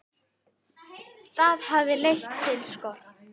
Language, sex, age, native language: Icelandic, female, 10, Icelandic